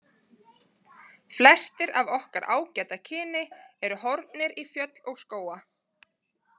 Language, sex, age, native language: Icelandic, female, 30-39, Icelandic